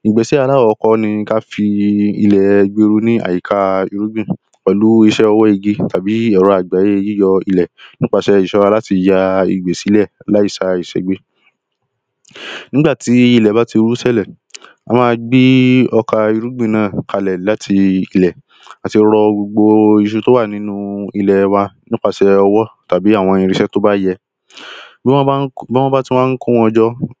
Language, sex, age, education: Yoruba, male, 15-29, primary